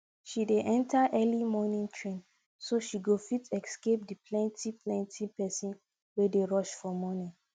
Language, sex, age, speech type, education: Nigerian Pidgin, female, 15-29, spontaneous, tertiary